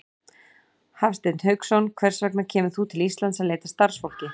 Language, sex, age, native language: Icelandic, female, 40-49, Icelandic